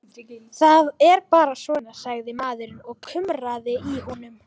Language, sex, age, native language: Icelandic, female, 12, Icelandic